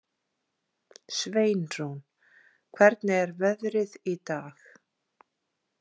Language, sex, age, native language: Icelandic, female, 40-49, Icelandic